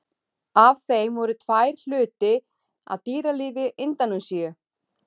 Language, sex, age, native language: Icelandic, female, 30-39, Icelandic